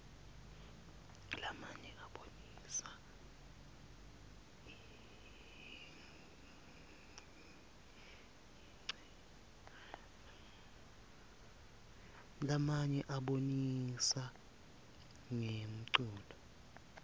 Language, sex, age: Swati, male, 23